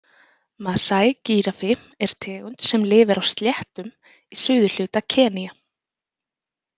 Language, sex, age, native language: Icelandic, female, 20-29, Icelandic